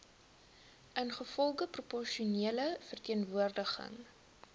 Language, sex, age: Afrikaans, female, 19